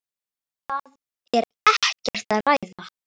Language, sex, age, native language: Icelandic, female, 9, Icelandic